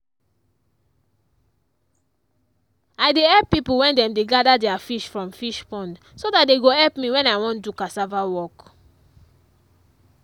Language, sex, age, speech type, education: Nigerian Pidgin, female, 15-29, spontaneous, tertiary